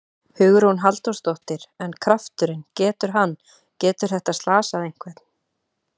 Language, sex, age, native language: Icelandic, female, 30-39, Icelandic